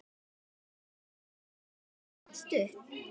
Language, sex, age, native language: Icelandic, female, 10, Icelandic